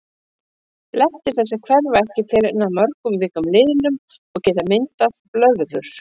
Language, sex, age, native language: Icelandic, female, 50-59, Icelandic